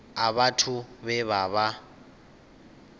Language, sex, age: Venda, male, 19